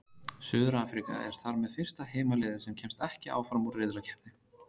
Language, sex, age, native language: Icelandic, male, 30-39, Icelandic